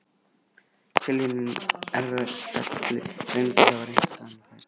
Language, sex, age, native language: Icelandic, male, 11, Icelandic